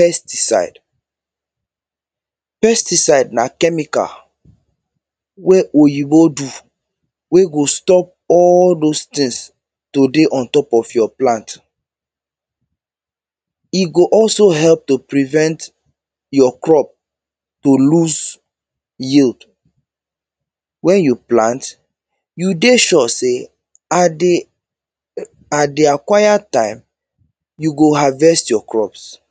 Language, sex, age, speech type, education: Nigerian Pidgin, male, 30-45, spontaneous, tertiary